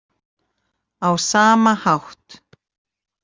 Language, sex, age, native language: Icelandic, female, 40-49, Icelandic